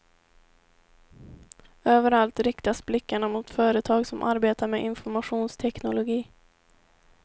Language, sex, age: Swedish, female, 18